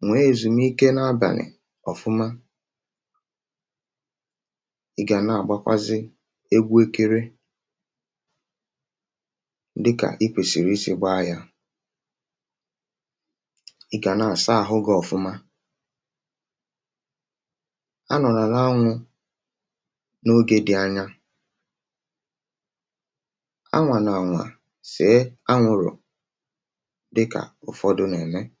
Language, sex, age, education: Igbo, male, 30-45, tertiary